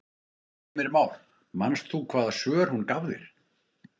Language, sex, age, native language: Icelandic, male, 50-59, Icelandic